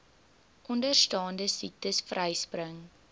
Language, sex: Afrikaans, female